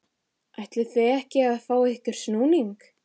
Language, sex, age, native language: Icelandic, female, 15, Icelandic